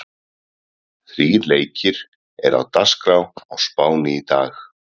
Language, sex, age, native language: Icelandic, male, 30-39, Icelandic